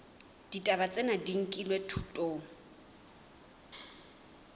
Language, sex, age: Southern Sotho, female, 20